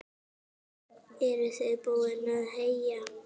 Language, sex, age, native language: Icelandic, female, 8, Icelandic